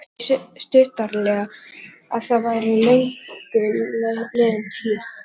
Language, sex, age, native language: Icelandic, male, 11, Icelandic